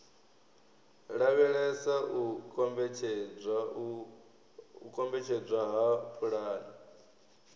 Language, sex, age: Venda, male, 23